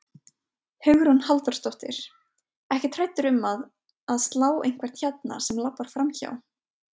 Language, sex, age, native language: Icelandic, female, 20-29, Icelandic